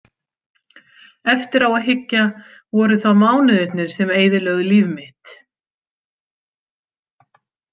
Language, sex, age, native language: Icelandic, female, 50-59, Icelandic